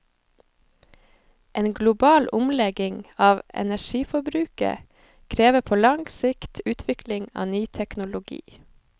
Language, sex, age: Norwegian, female, 25